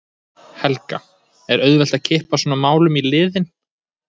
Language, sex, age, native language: Icelandic, male, 20-29, Icelandic